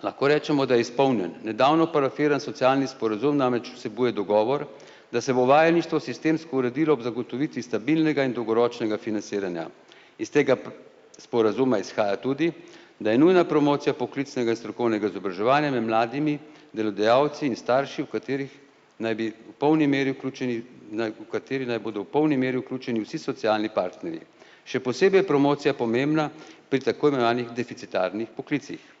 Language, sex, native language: Slovenian, male, Slovenian